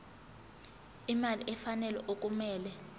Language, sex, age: Zulu, female, 18